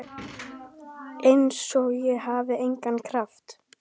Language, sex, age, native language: Icelandic, male, 10, Icelandic